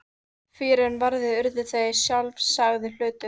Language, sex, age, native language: Icelandic, female, 13, Icelandic